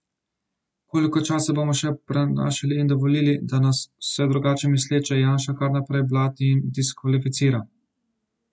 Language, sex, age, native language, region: Slovenian, male, 18-29, Slovenian, Central Slovenia